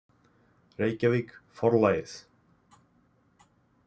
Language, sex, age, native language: Icelandic, male, 20-29, Icelandic